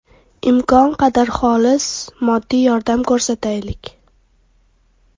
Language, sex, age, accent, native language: Uzbek, female, 12-17, Toshkent viloyati, Uzbek